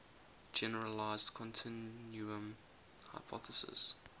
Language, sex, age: English, male, 20